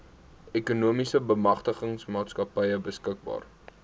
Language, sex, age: Afrikaans, male, 18